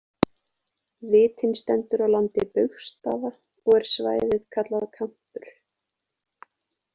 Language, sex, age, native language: Icelandic, female, 20-29, Icelandic